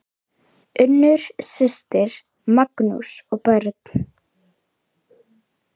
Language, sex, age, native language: Icelandic, female, 10, Icelandic